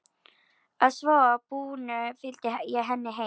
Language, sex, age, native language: Icelandic, female, 11, Icelandic